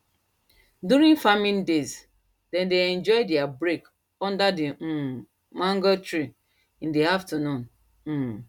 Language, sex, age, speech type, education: Nigerian Pidgin, female, 30-45, spontaneous, tertiary